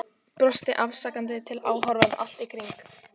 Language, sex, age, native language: Icelandic, female, 14, Icelandic